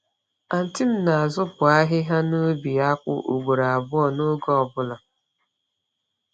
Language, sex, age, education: Igbo, female, 30-45, tertiary